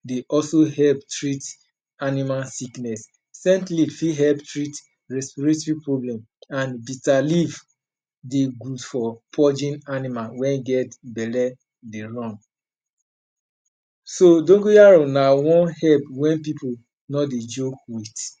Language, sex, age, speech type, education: Nigerian Pidgin, male, 30-45, spontaneous, tertiary